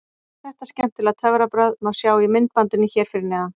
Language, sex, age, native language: Icelandic, female, 40-49, Icelandic